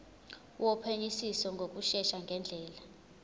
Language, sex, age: Zulu, female, 21